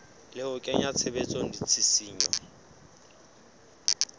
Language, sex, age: Southern Sotho, male, 23